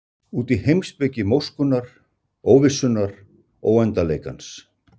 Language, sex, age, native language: Icelandic, male, 60-69, Icelandic